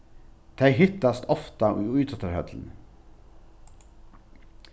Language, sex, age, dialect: Faroese, male, 36-60, Norðurstreymoy/Eysturoy